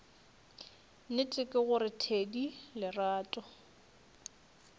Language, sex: Northern Sotho, female